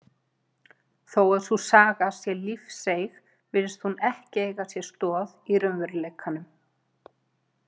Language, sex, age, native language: Icelandic, female, 50-59, Icelandic